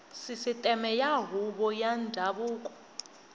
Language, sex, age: Tsonga, female, 20